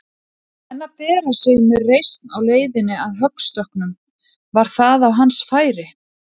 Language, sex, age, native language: Icelandic, female, 40-49, Icelandic